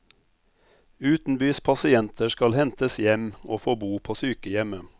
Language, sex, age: Norwegian, male, 57